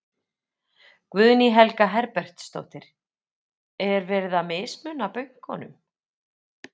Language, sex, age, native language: Icelandic, female, 40-49, Icelandic